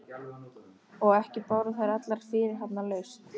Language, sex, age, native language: Icelandic, female, 13, Icelandic